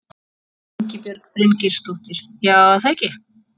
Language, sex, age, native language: Icelandic, female, 40-49, Icelandic